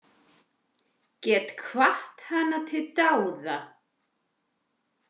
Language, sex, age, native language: Icelandic, female, 40-49, Icelandic